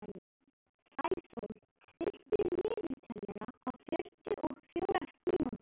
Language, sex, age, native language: Icelandic, female, 11, Icelandic